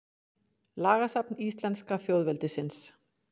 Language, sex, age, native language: Icelandic, female, 50-59, Icelandic